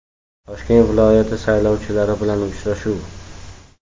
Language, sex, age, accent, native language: Uzbek, male, 12-17, Jizzax, Uzbek